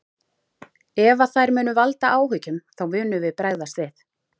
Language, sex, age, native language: Icelandic, female, 40-49, Icelandic